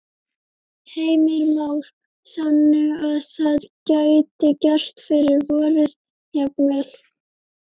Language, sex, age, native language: Icelandic, female, 12, Icelandic